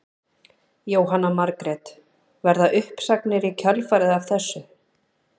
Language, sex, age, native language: Icelandic, female, 30-39, Icelandic